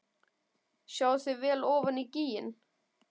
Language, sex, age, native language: Icelandic, male, 12, Icelandic